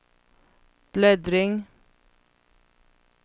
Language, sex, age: Swedish, female, 31